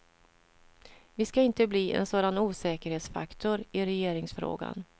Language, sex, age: Swedish, female, 47